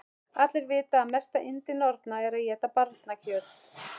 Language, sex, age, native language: Icelandic, male, 11, Icelandic